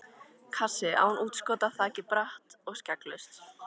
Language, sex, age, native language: Icelandic, female, 13, Icelandic